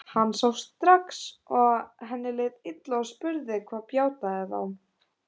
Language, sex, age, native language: Icelandic, other, 18-19, Icelandic